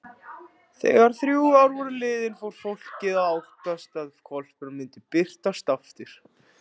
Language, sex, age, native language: Icelandic, male, 16, Icelandic